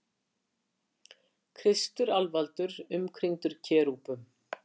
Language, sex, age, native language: Icelandic, female, 60-69, Icelandic